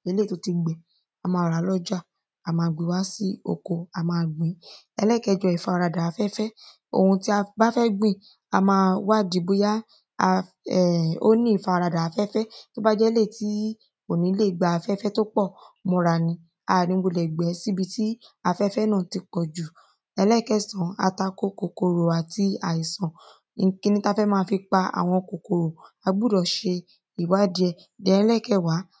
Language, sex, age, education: Yoruba, female, 15-29, secondary